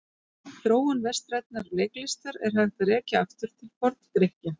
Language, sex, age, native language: Icelandic, female, 40-49, Icelandic